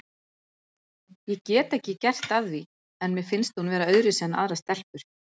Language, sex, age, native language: Icelandic, female, 40-49, Icelandic